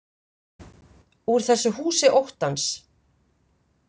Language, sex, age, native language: Icelandic, female, 50-59, Icelandic